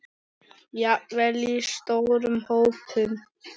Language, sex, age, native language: Icelandic, female, 9, Icelandic